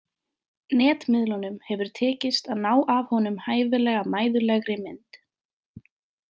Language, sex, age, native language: Icelandic, female, 20-29, Icelandic